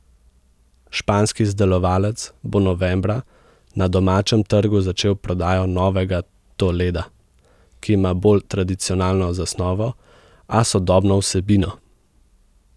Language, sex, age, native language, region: Slovenian, male, 18-29, Slovenian, Central Slovenia